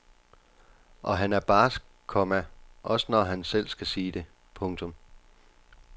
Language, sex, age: Danish, male, 29